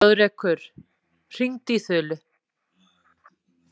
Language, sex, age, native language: Icelandic, female, 40-49, Icelandic